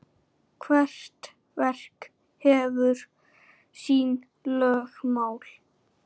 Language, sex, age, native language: Icelandic, male, 9, Icelandic